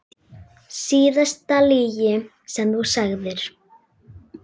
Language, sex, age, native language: Icelandic, female, 8, Icelandic